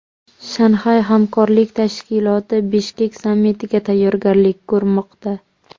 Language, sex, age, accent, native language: Uzbek, female, 18-24, Jizzax, Uzbek